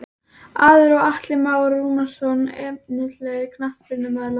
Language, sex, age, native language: Icelandic, female, 11, Icelandic